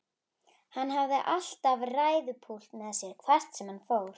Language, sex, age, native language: Icelandic, female, 11, Icelandic